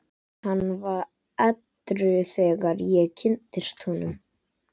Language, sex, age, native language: Icelandic, male, 11, Icelandic